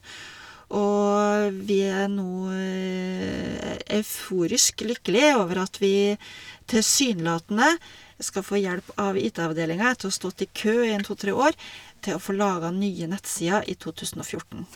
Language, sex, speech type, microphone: Norwegian, female, spontaneous, Shure